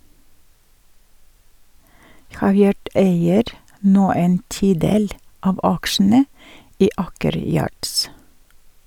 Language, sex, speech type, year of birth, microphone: Norwegian, female, read, 1951, Sennheiser